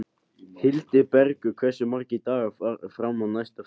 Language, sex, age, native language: Icelandic, male, 18-19, Icelandic